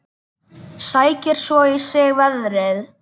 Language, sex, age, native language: Icelandic, male, 10, Icelandic